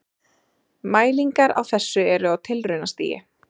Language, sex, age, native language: Icelandic, female, 30-39, Icelandic